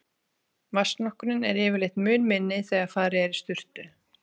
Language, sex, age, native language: Icelandic, female, 30-39, Icelandic